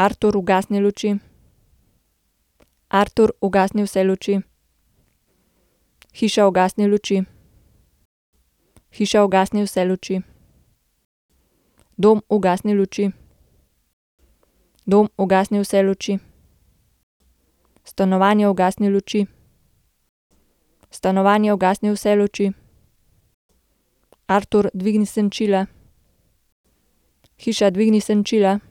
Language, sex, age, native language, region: Slovenian, female, 18-29, Slovenian, Gorenjska region